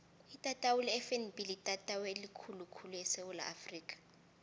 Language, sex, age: South Ndebele, female, 19